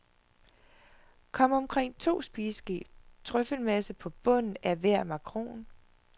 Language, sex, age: Danish, female, 41